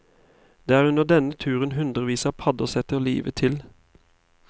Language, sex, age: Norwegian, male, 31